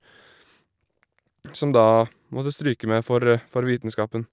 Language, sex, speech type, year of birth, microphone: Norwegian, male, spontaneous, 1987, Shure